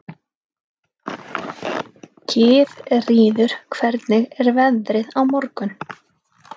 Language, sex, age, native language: Icelandic, female, 30-39, Icelandic